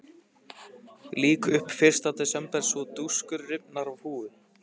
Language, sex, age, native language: Icelandic, male, 15, Icelandic